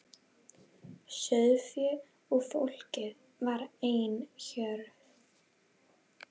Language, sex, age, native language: Icelandic, female, 11, Icelandic